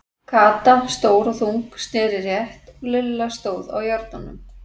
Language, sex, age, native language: Icelandic, female, 40-49, Icelandic